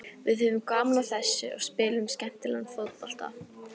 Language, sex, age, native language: Icelandic, female, 18-19, Icelandic